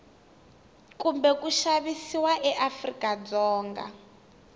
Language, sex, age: Tsonga, female, 19